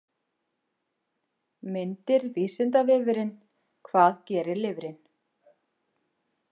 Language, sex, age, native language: Icelandic, female, 50-59, Icelandic